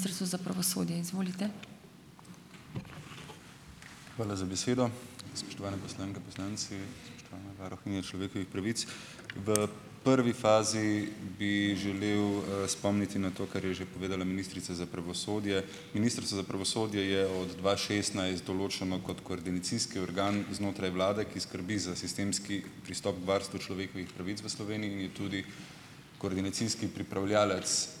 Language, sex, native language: Slovenian, male, Slovenian